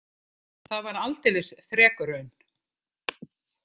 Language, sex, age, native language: Icelandic, female, 50-59, Icelandic